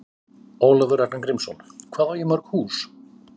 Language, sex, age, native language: Icelandic, male, 50-59, Icelandic